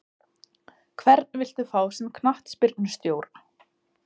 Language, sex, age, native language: Icelandic, female, 20-29, Icelandic